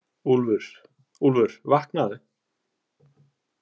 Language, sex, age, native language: Icelandic, male, 20-29, Icelandic